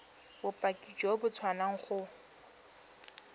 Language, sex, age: Tswana, female, 21